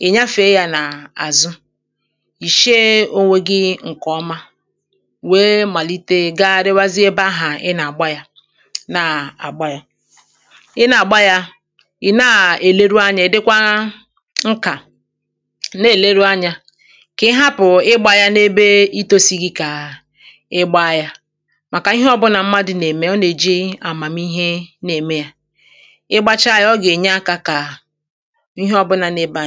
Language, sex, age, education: Igbo, female, 30-45, tertiary